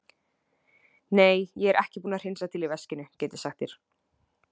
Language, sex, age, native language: Icelandic, female, 20-29, Icelandic